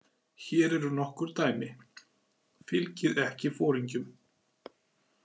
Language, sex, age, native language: Icelandic, male, 40-49, Icelandic